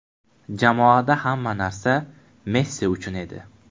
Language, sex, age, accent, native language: Uzbek, male, 18-24, Buxoro, Uzbek